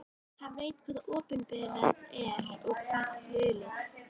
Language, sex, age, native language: Icelandic, female, 11, Icelandic